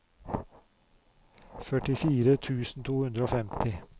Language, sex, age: Norwegian, male, 44